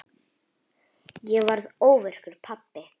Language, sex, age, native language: Icelandic, female, 10, Icelandic